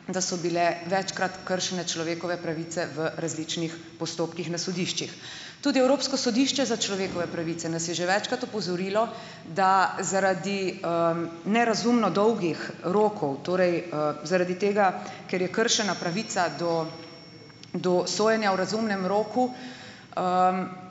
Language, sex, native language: Slovenian, female, Slovenian